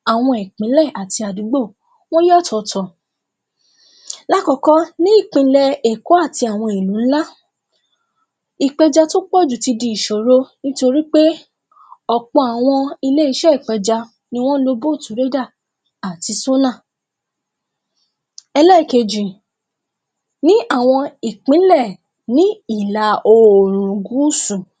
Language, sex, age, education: Yoruba, female, 15-29, tertiary